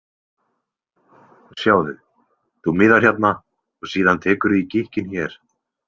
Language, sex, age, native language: Icelandic, male, 20-29, Icelandic